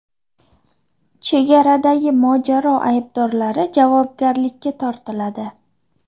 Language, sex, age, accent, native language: Uzbek, female, 25-34, Toshkent shahri, Uzbek